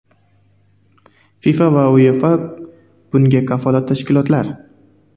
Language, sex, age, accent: Uzbek, male, 18-24, Qoraqalpog'iston